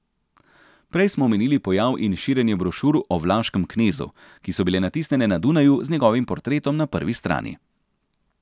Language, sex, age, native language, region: Slovenian, male, 30-49, Slovenian, Central Slovenia